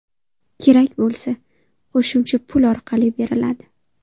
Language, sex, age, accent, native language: Uzbek, female, 18-24, Andijon, Uzbek